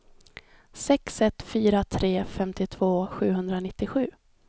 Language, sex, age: Swedish, female, 26